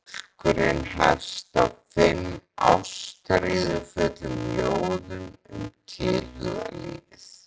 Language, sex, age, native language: Icelandic, male, 14, Icelandic